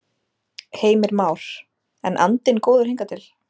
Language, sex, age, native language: Icelandic, female, 30-39, Icelandic